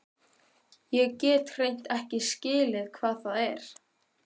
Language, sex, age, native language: Icelandic, female, 12, Icelandic